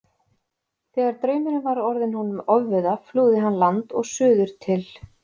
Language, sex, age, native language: Icelandic, female, 30-39, Icelandic